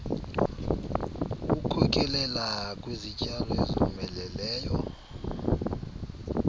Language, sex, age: Xhosa, male, 35